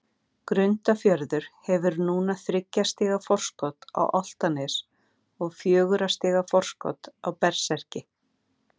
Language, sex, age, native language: Icelandic, female, 40-49, Icelandic